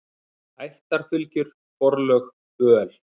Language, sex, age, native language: Icelandic, male, 30-39, Icelandic